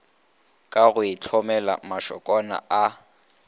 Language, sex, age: Northern Sotho, male, 21